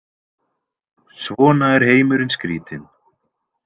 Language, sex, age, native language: Icelandic, male, 20-29, Icelandic